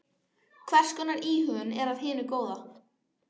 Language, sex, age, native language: Icelandic, female, 12, Icelandic